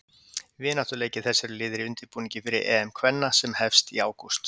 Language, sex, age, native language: Icelandic, male, 50-59, Icelandic